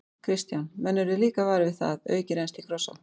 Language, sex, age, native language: Icelandic, female, 40-49, Icelandic